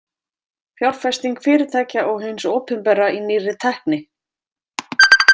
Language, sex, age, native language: Icelandic, female, 40-49, Icelandic